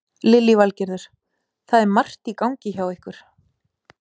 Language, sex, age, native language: Icelandic, female, 40-49, Icelandic